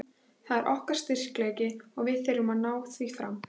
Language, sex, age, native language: Icelandic, female, 16, Icelandic